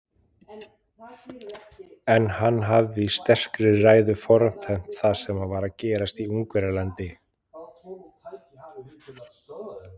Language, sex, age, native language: Icelandic, male, 30-39, Icelandic